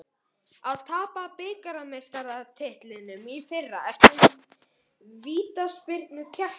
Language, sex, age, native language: Icelandic, male, 18-19, Icelandic